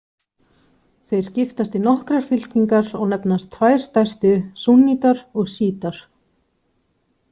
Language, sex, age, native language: Icelandic, female, 20-29, Icelandic